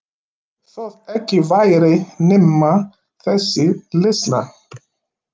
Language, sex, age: Icelandic, male, 50-59